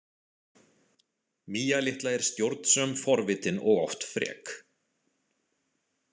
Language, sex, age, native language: Icelandic, male, 40-49, Icelandic